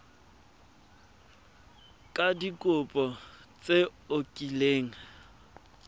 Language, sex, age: Tswana, male, 24